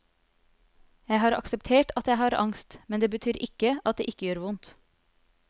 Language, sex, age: Norwegian, female, 30